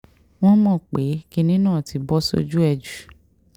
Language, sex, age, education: Yoruba, female, 30-45, tertiary